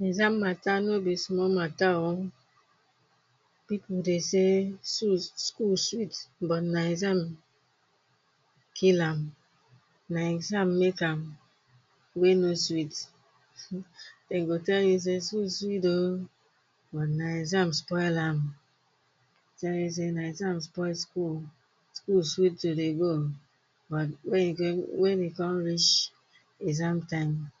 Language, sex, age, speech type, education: Nigerian Pidgin, female, 30-45, spontaneous, tertiary